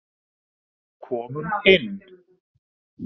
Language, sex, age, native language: Icelandic, male, 40-49, Icelandic